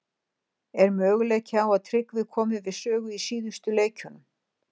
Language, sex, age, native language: Icelandic, female, 60-69, Icelandic